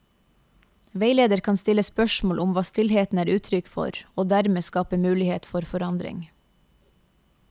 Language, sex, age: Norwegian, female, 28